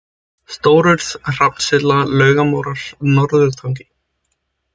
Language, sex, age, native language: Icelandic, male, 20-29, Icelandic